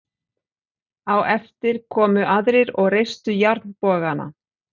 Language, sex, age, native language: Icelandic, female, 40-49, Icelandic